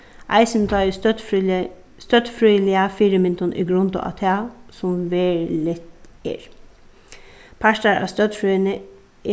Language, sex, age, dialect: Faroese, female, 36-60, Suðuroy